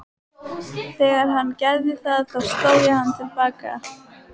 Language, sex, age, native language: Icelandic, female, 18-19, Icelandic